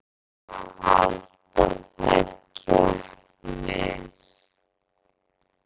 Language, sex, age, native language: Icelandic, female, 13, Icelandic